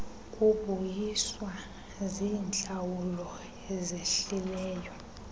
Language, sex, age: Xhosa, female, 24